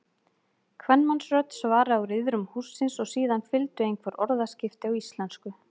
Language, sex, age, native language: Icelandic, female, 30-39, Icelandic